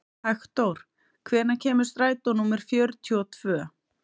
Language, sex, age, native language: Icelandic, female, 30-39, Icelandic